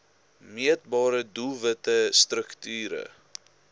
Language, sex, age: Afrikaans, male, 21